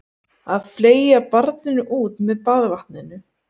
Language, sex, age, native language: Icelandic, female, 18-19, Icelandic